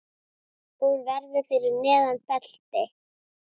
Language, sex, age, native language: Icelandic, female, 10, Icelandic